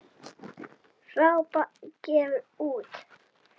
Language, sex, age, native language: Icelandic, male, 7, Icelandic